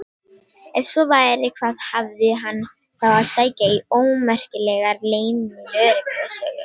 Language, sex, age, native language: Icelandic, female, 18-19, Icelandic